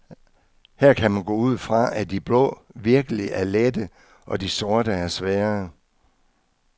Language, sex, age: Danish, male, 66